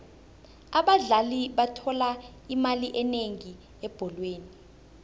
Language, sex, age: South Ndebele, female, 21